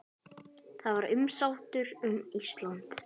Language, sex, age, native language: Icelandic, female, 10, Icelandic